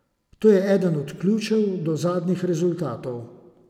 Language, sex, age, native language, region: Slovenian, male, 50-59, Slovenian, Savinja region